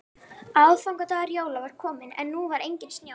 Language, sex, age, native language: Icelandic, female, 11, Icelandic